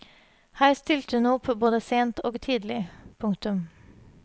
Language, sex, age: Norwegian, female, 30